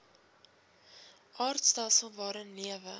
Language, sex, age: Afrikaans, female, 19